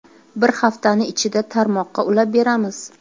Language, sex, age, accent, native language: Uzbek, female, 25-34, Toshkent viloyati, Uzbek